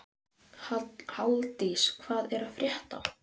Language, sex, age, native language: Icelandic, male, 11, Icelandic